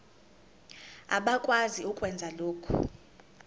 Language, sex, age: Zulu, female, 19